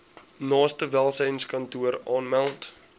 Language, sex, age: Afrikaans, male, 20